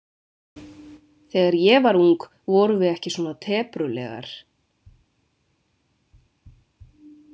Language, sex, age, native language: Icelandic, female, 20-29, Icelandic